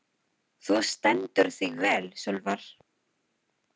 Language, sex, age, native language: Icelandic, female, 20-29, Filipino